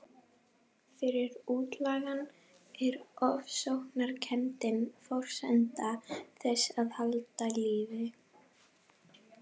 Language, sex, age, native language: Icelandic, female, 11, Icelandic